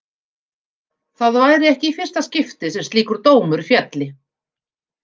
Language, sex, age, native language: Icelandic, female, 50-59, Icelandic